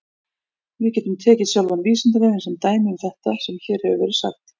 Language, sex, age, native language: Icelandic, female, 40-49, Icelandic